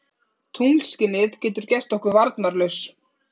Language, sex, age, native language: Icelandic, female, 30-39, Icelandic